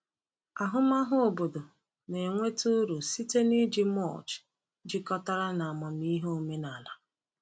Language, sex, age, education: Igbo, female, 30-45, tertiary